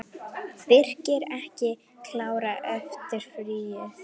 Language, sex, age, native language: Icelandic, female, 9, Icelandic